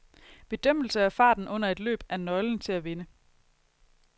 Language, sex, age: Danish, female, 22